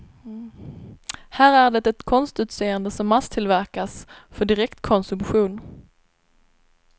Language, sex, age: Swedish, female, 26